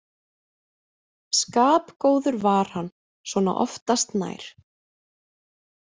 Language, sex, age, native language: Icelandic, female, 20-29, Icelandic